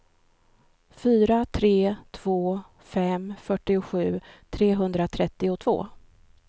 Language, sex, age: Swedish, female, 53